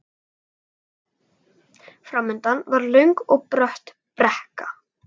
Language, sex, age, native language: Icelandic, other, 12, Icelandic